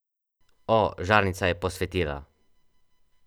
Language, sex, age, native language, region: Slovenian, male, 12-17, Slovenian, Central Slovenia